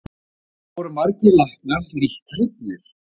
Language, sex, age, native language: Icelandic, male, 50-59, Icelandic